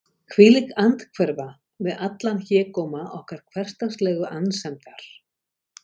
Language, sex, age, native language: Icelandic, female, 50-59, Icelandic